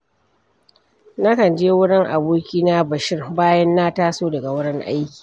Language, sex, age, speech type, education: Hausa, female, 46-60, read, primary